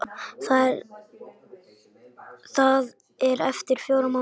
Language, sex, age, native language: Icelandic, male, 10, Icelandic